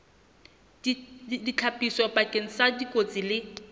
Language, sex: Southern Sotho, female